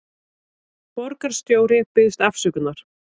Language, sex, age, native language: Icelandic, female, 30-39, Icelandic